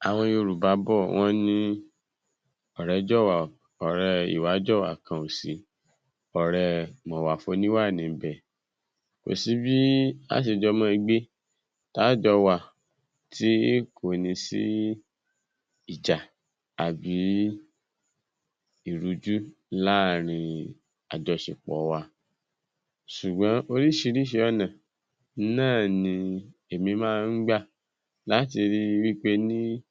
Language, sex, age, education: Yoruba, male, 15-29, secondary